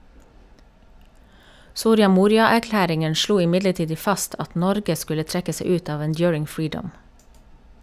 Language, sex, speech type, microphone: Norwegian, female, read, Shure